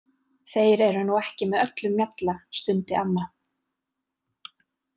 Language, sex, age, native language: Icelandic, female, 30-39, Icelandic